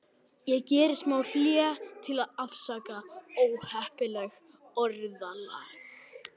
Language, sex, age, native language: Icelandic, male, 11, Icelandic